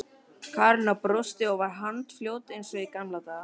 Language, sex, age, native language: Icelandic, female, 12, Icelandic